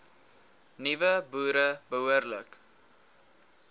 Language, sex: Afrikaans, male